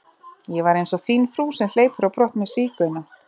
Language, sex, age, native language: Icelandic, female, 30-39, Icelandic